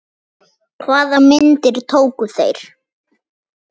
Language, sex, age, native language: Icelandic, female, 10, Icelandic